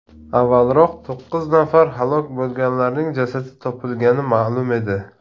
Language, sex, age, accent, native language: Uzbek, male, 30-39, Namangan, Tajik